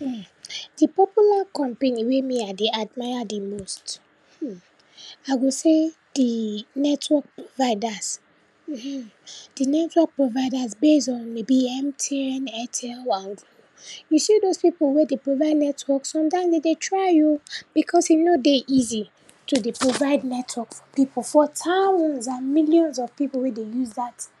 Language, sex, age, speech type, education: Nigerian Pidgin, female, 15-29, spontaneous, tertiary